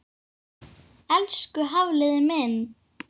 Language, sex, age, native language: Icelandic, female, 10, Icelandic